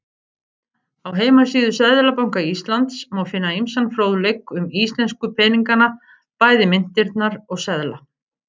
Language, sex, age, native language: Icelandic, female, 50-59, Icelandic